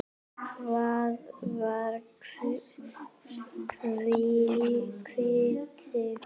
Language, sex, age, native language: Icelandic, female, 9, Icelandic